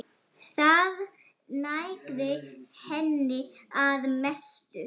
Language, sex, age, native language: Icelandic, female, 9, Icelandic